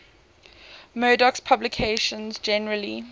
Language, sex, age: English, female, 18